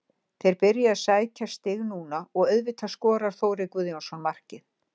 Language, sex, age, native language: Icelandic, female, 60-69, Icelandic